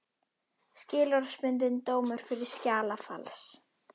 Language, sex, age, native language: Icelandic, female, 21, Icelandic